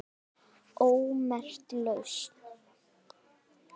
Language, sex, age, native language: Icelandic, female, 10, Icelandic